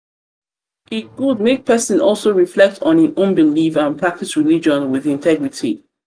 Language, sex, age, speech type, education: Nigerian Pidgin, female, 30-45, spontaneous, tertiary